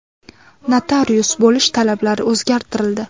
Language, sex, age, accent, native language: Uzbek, female, under 19, Toshkent viloyati, Uzbek